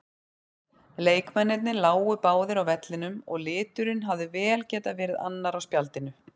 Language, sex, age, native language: Icelandic, female, 40-49, Icelandic